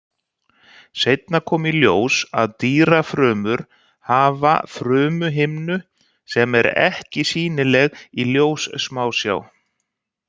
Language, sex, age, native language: Icelandic, male, 60-69, Icelandic